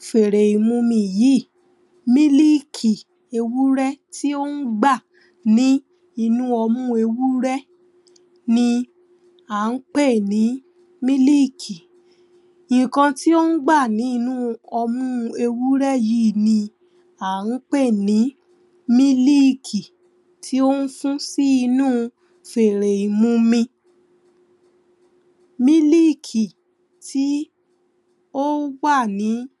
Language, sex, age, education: Yoruba, female, 15-29, primary